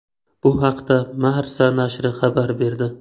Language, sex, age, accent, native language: Uzbek, male, 25-34, Qashqadaryo, Uzbek